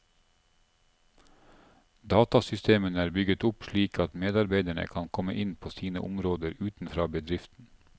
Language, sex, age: Norwegian, male, 47